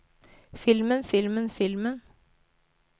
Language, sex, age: Norwegian, female, 22